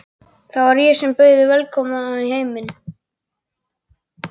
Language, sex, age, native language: Icelandic, other, 12, Icelandic